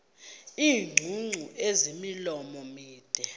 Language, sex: Xhosa, female